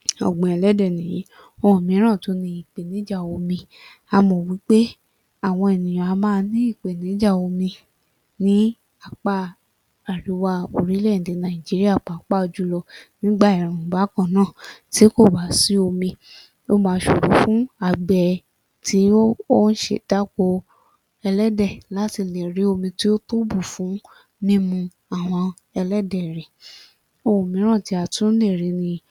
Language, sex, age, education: Yoruba, female, 30-45, tertiary